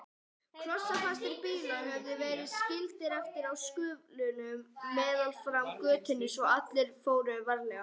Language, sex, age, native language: Icelandic, female, 20-29, Icelandic